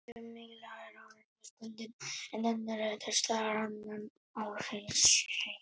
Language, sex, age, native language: Icelandic, male, 18-19, Icelandic